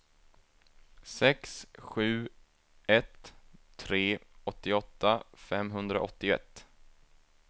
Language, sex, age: Swedish, male, 24